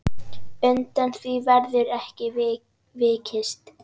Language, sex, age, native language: Icelandic, female, 10, Icelandic